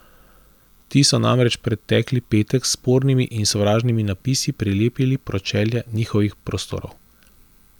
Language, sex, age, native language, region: Slovenian, male, 30-49, Slovenian, Central Slovenia